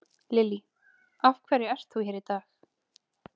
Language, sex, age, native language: Icelandic, female, 30-39, Icelandic